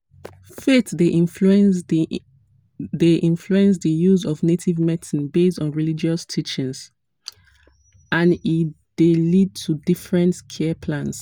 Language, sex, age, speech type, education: Nigerian Pidgin, female, 30-45, spontaneous, tertiary